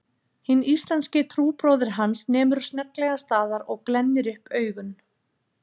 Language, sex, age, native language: Icelandic, female, 30-39, Icelandic